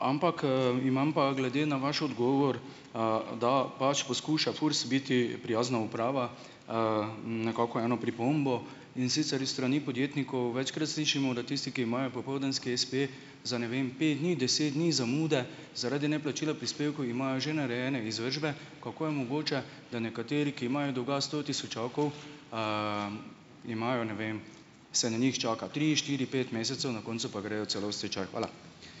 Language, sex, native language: Slovenian, male, Slovenian